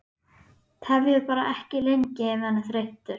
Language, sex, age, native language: Icelandic, female, 11, Icelandic